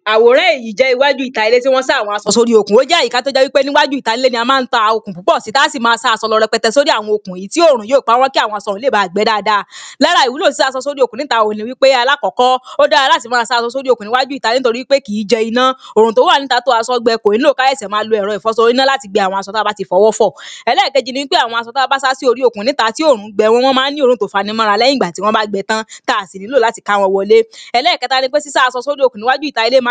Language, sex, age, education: Yoruba, female, 30-45, primary